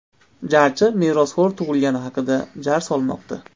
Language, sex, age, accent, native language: Uzbek, male, 25-34, Andijon, Uzbek